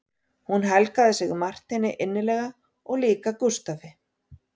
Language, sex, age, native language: Icelandic, female, 40-49, Icelandic